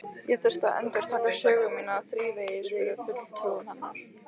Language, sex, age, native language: Icelandic, female, 15, Lithuanian